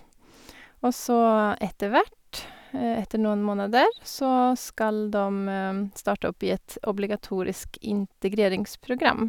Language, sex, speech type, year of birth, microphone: Norwegian, female, spontaneous, 1985, Sennheiser